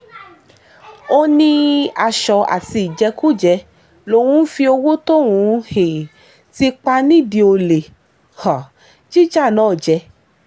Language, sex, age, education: Yoruba, female, 15-29, tertiary